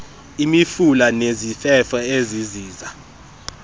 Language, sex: Xhosa, male